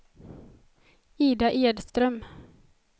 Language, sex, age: Swedish, female, 20